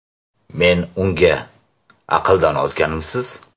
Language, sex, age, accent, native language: Uzbek, male, 18-24, Navoiy, Uzbek